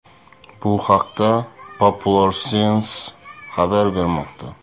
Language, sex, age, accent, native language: Uzbek, male, 18-24, Buxoro, Uzbek